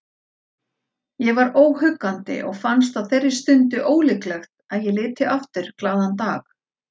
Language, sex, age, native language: Icelandic, female, 40-49, Icelandic